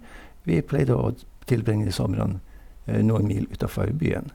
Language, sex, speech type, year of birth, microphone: Norwegian, male, spontaneous, 1952, Sennheiser